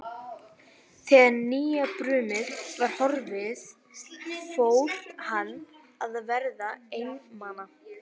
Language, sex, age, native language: Icelandic, female, 11, Icelandic